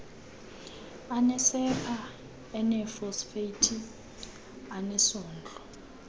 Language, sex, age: Xhosa, female, 22